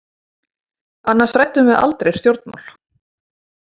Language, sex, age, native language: Icelandic, female, 40-49, Icelandic